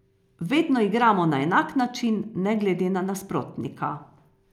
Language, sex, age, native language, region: Slovenian, female, 50-59, Slovenian, Carinthia region